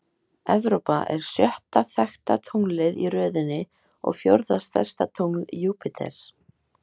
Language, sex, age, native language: Icelandic, female, 18-19, Icelandic